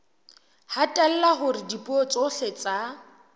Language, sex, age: Southern Sotho, female, 23